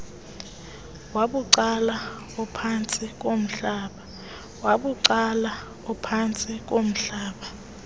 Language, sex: Xhosa, female